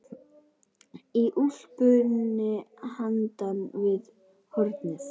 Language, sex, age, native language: Icelandic, female, 10, Icelandic